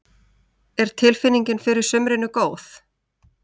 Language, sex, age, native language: Icelandic, female, 30-39, Icelandic